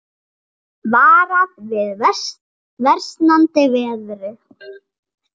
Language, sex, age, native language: Icelandic, female, 30-39, Icelandic